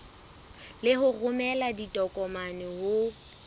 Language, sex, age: Southern Sotho, female, 24